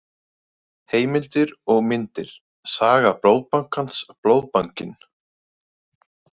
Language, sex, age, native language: Icelandic, male, 20-29, Icelandic